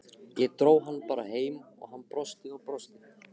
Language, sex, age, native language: Icelandic, male, 15, Icelandic